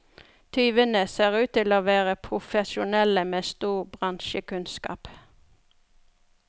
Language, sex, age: Norwegian, female, 42